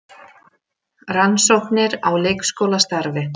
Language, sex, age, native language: Icelandic, female, 30-39, Icelandic